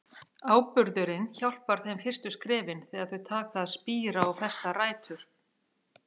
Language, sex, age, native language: Icelandic, female, 40-49, Icelandic